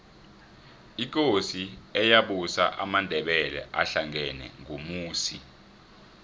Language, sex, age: South Ndebele, male, 26